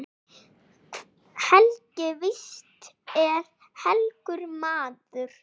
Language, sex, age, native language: Icelandic, female, 8, Icelandic